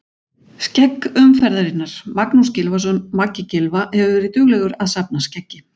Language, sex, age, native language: Icelandic, female, 40-49, Icelandic